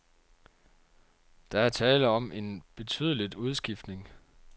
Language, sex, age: Danish, male, 30